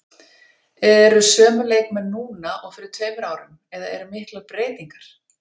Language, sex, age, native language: Icelandic, female, 50-59, Icelandic